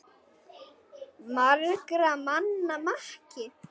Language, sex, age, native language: Icelandic, male, 9, Icelandic